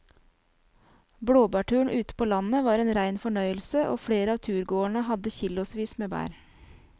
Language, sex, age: Norwegian, female, 29